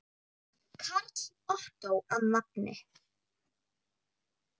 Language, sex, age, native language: Icelandic, female, 9, Icelandic